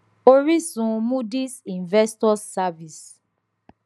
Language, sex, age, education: Yoruba, female, 15-29, tertiary